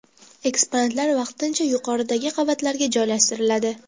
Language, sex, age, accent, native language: Uzbek, female, under 19, Andijon, Uzbek